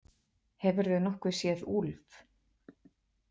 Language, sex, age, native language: Icelandic, female, 40-49, Icelandic